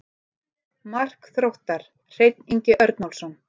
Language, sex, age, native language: Icelandic, female, 30-39, Icelandic